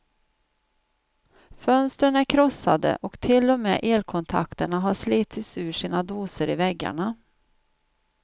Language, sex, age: Swedish, female, 49